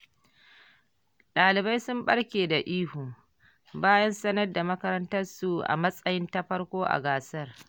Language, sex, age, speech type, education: Hausa, female, 60+, read, primary